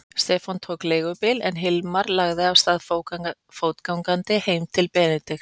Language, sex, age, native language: Icelandic, female, 40-49, Icelandic